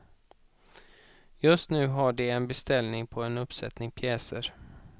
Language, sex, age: Swedish, male, 31